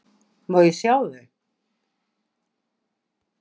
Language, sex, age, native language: Icelandic, female, 60-69, Icelandic